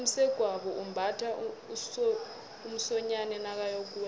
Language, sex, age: South Ndebele, female, 22